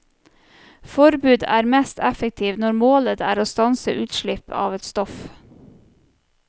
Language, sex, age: Norwegian, female, 34